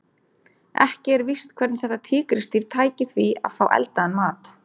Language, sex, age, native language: Icelandic, female, 30-39, Icelandic